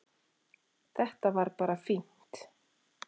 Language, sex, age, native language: Icelandic, female, 40-49, Icelandic